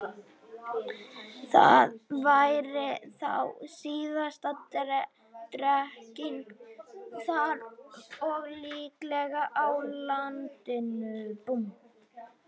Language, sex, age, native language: Icelandic, male, 18-19, Icelandic